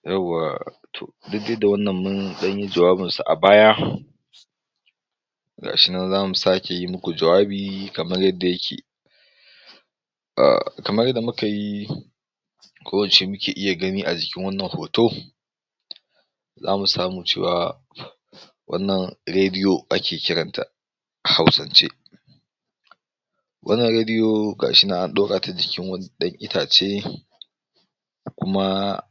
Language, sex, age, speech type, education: Hausa, male, 46-60, spontaneous, tertiary